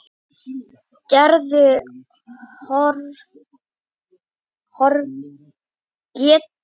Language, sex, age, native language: Icelandic, female, 10, Icelandic